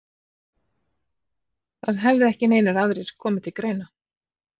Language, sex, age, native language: Icelandic, female, 40-49, Icelandic